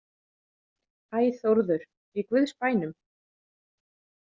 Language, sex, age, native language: Icelandic, female, 30-39, Icelandic